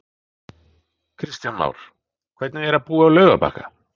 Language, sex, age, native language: Icelandic, male, 40-49, Icelandic